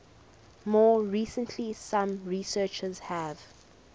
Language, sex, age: English, female, 19